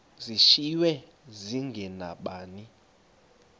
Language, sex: Xhosa, male